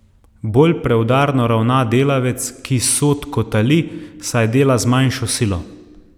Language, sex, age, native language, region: Slovenian, male, 30-49, Slovenian, Savinja region